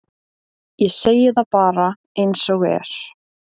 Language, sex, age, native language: Icelandic, female, 17, Icelandic